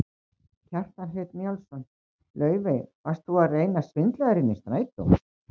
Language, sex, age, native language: Icelandic, female, 60-69, Icelandic